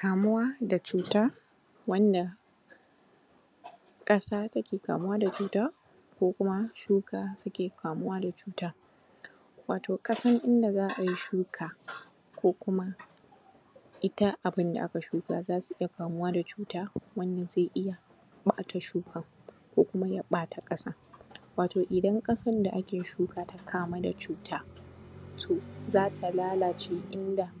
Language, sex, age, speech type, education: Hausa, female, 15-29, spontaneous, primary